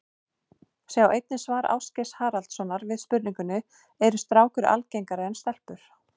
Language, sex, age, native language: Icelandic, female, 40-49, Icelandic